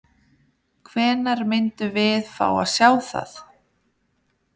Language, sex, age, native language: Icelandic, female, 30-39, Icelandic